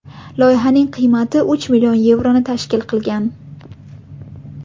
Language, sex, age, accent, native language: Uzbek, female, 18-24, Buxoro, Uzbek